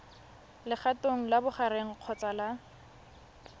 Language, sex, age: Tswana, female, 20